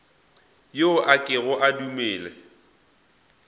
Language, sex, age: Northern Sotho, male, 20